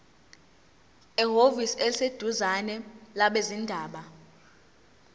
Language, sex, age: Zulu, female, 19